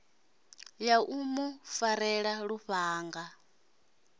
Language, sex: Venda, male